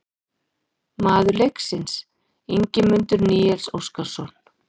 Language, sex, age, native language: Icelandic, female, 40-49, Icelandic